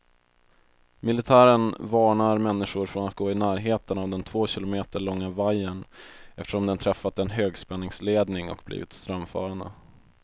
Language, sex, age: Swedish, male, 22